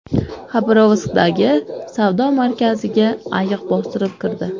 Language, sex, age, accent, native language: Uzbek, female, 18-24, Samarqand, Uzbek